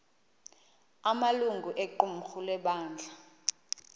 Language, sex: Xhosa, female